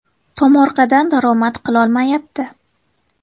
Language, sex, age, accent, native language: Uzbek, female, 19-29, Toshkent viloyati, Uzbek